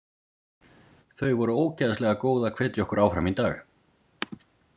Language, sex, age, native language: Icelandic, male, 40-49, Icelandic